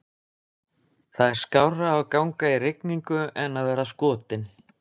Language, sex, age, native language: Icelandic, male, 20-29, Icelandic